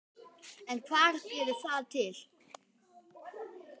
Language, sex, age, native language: Icelandic, male, 10, Icelandic